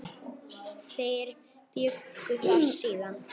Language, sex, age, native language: Icelandic, female, 10, Icelandic